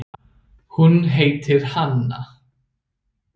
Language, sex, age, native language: Icelandic, male, 30-39, English